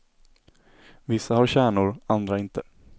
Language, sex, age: Swedish, male, 17